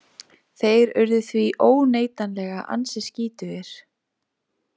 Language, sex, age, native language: Icelandic, female, 20-29, Icelandic